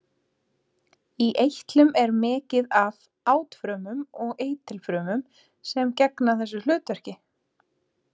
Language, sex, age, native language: Icelandic, female, 30-39, Icelandic